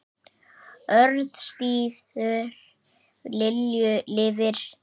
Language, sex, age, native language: Icelandic, male, 8, Icelandic